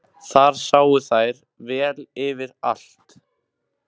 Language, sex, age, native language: Icelandic, male, 15, Icelandic